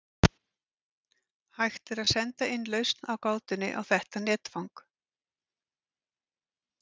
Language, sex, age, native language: Icelandic, female, 50-59, Icelandic